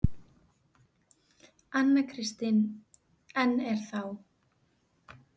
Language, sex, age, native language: Icelandic, female, 20-29, Icelandic